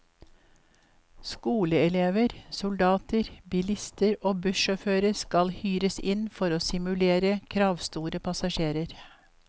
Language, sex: Norwegian, female